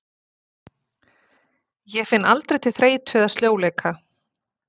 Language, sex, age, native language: Icelandic, female, 40-49, Icelandic